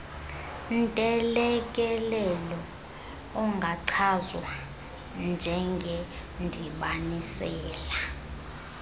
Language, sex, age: Xhosa, female, 22